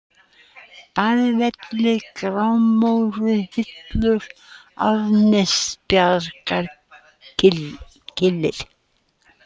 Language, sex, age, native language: Icelandic, female, 70-79, Icelandic